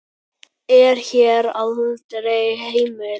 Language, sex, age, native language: Icelandic, male, 9, Icelandic